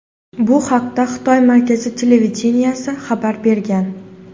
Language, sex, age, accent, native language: Uzbek, female, 19-29, Xorazm, Uzbek